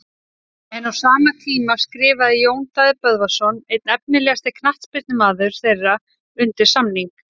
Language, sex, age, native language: Icelandic, female, 30-39, Icelandic